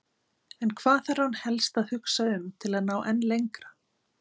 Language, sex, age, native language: Icelandic, female, 50-59, Icelandic